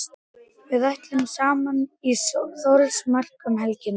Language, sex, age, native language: Icelandic, male, 11, Icelandic